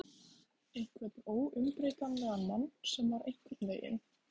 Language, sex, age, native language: Icelandic, female, 15, Icelandic